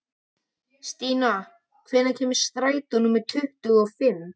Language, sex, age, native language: Icelandic, male, 12, Icelandic